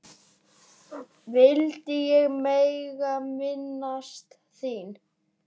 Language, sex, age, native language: Icelandic, male, 9, Icelandic